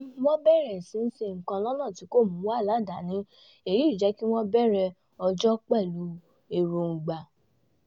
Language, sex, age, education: Yoruba, female, 15-29, tertiary